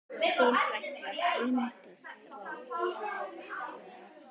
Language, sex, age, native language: Icelandic, female, 9, Icelandic